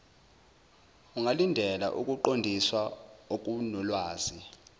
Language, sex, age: Zulu, male, 19